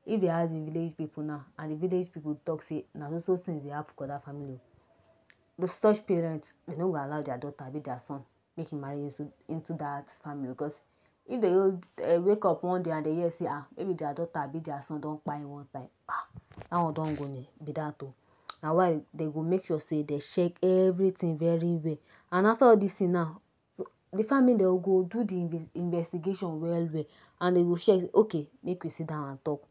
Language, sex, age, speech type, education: Nigerian Pidgin, female, 60+, spontaneous, tertiary